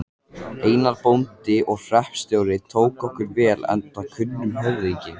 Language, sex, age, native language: Icelandic, male, 14, Icelandic